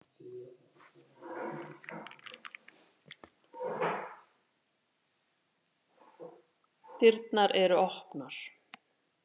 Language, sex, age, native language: Icelandic, female, 40-49, Icelandic